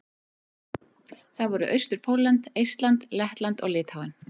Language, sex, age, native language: Icelandic, female, 40-49, Icelandic